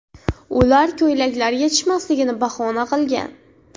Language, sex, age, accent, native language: Uzbek, female, 18-24, Andijon, Uzbek